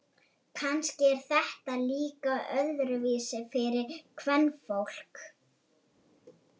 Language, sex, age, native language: Icelandic, male, 11, Icelandic